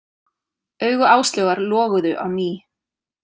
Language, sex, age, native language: Icelandic, female, 30-39, Icelandic